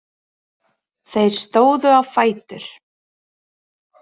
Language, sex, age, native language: Icelandic, female, 30-39, Icelandic